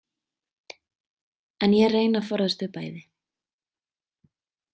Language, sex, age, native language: Icelandic, female, 20-29, Icelandic